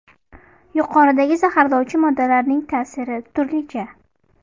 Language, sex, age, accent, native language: Uzbek, female, 19-29, Farg'ona, Uzbek